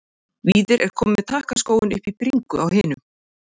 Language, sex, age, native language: Icelandic, female, 40-49, Icelandic